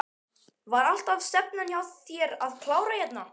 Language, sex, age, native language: Icelandic, male, 12, Icelandic